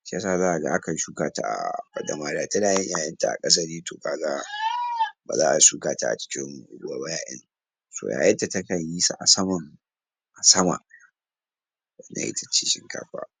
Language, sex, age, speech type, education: Hausa, male, 46-60, spontaneous, tertiary